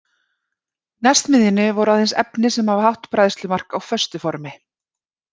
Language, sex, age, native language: Icelandic, female, 40-49, Icelandic